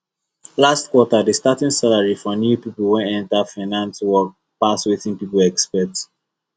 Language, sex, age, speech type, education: Nigerian Pidgin, male, 15-29, spontaneous, tertiary